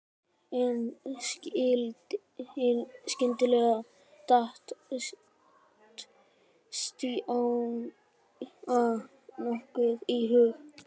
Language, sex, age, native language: Icelandic, male, 12, Icelandic